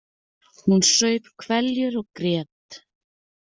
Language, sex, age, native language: Icelandic, female, 30-39, Icelandic